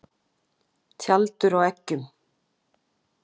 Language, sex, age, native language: Icelandic, female, 18-19, Icelandic